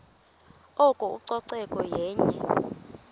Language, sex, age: Xhosa, female, 23